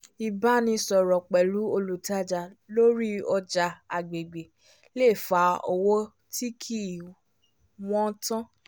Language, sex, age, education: Yoruba, female, 15-29, tertiary